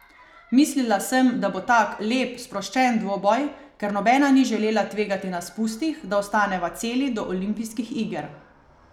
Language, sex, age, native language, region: Slovenian, female, 30-49, Slovenian, Savinja region